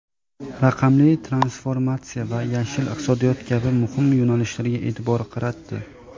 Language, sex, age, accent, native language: Uzbek, male, 18-24, Jizzax, Uzbek